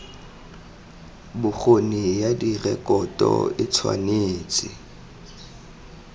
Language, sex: Tswana, male